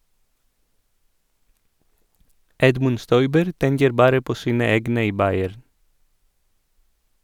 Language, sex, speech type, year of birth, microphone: Norwegian, male, read, 1986, Sennheiser